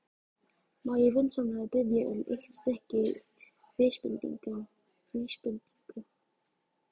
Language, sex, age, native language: Icelandic, female, 14, Icelandic